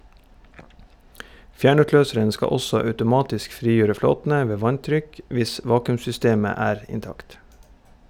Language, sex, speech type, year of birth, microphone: Norwegian, male, read, 1971, Shure